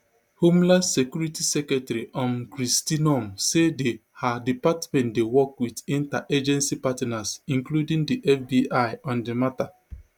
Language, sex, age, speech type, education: Nigerian Pidgin, male, 30-45, spontaneous, tertiary